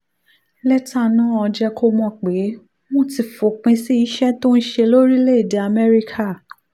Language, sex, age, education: Yoruba, female, 15-29, tertiary